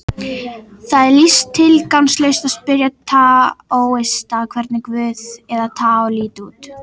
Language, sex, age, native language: Icelandic, female, 18-19, Icelandic